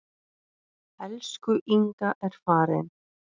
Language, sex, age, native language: Icelandic, male, 9, Icelandic